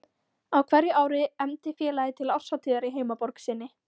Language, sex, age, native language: Icelandic, female, 14, Icelandic